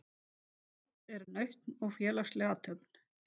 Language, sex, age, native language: Icelandic, female, 50-59, Icelandic